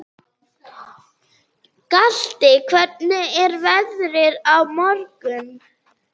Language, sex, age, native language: Icelandic, female, 30-39, German